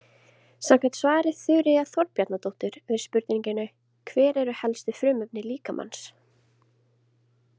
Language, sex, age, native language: Icelandic, female, 20-29, Icelandic